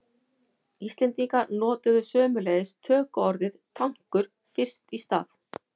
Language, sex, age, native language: Icelandic, female, 40-49, Icelandic